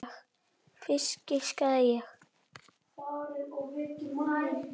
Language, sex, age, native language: Icelandic, male, 8, Icelandic